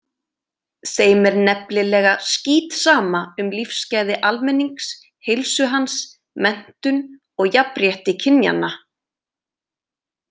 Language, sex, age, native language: Icelandic, female, 30-39, Icelandic